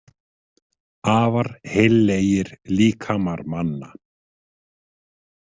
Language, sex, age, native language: Icelandic, male, 50-59, Icelandic